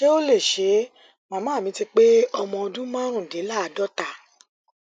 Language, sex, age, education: Yoruba, female, 30-45, tertiary